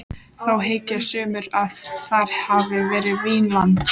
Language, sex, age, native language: Icelandic, female, 14, Icelandic